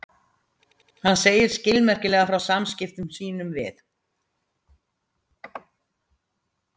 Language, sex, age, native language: Icelandic, female, 60-69, Icelandic